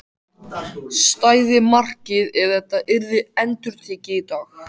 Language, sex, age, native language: Icelandic, male, 14, Icelandic